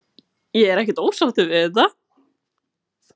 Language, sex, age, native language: Icelandic, female, 20-29, Icelandic